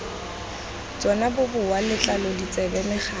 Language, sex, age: Tswana, female, 19